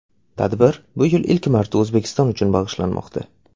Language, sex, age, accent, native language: Uzbek, male, 19-29, Toshkent viloyati, Uzbek